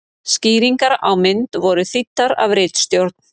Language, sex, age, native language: Icelandic, female, 30-39, Icelandic